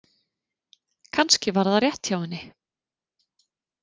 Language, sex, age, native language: Icelandic, female, 30-39, Icelandic